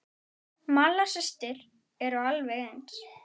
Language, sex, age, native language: Icelandic, male, 9, Icelandic